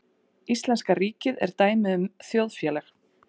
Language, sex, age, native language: Icelandic, female, 40-49, Icelandic